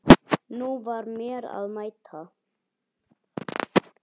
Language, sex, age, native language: Icelandic, male, 9, Icelandic